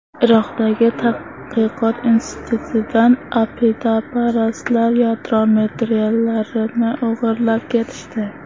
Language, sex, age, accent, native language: Uzbek, female, under 19, Toshkent shahri, Uzbek